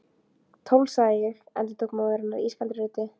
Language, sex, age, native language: Icelandic, female, 15, Icelandic